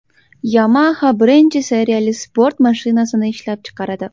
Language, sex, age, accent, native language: Uzbek, female, under 19, Toshkent shahri, Uzbek